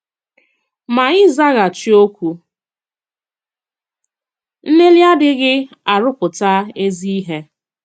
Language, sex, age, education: Igbo, female, 15-29, secondary